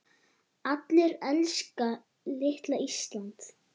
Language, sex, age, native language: Icelandic, female, 9, Icelandic